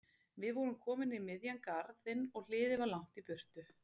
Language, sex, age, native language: Icelandic, female, 30-39, Icelandic